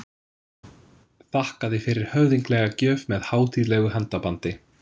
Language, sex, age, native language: Icelandic, male, 20-29, English